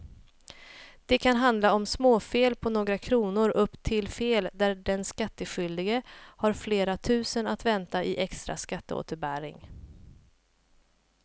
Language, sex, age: Swedish, female, 28